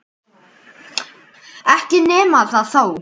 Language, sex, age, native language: Icelandic, male, 10, Icelandic